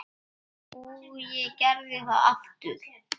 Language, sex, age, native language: Icelandic, male, 8, Icelandic